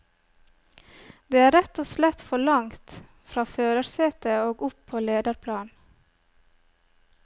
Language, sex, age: Norwegian, female, 25